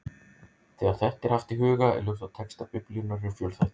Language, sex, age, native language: Icelandic, male, 30-39, Icelandic